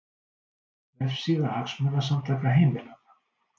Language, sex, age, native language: Icelandic, male, 60-69, Icelandic